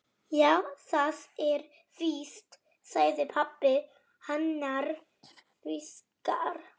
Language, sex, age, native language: Icelandic, male, 30-39, Polish